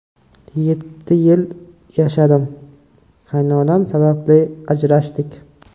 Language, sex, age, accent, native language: Uzbek, male, 18-24, Toshkent viloyati, Uzbek